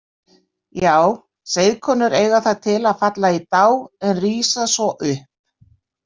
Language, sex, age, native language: Icelandic, female, 60-69, Icelandic